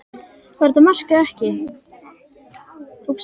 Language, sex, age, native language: Icelandic, female, 10, Icelandic